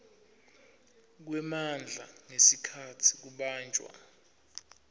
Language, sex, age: Swati, male, 25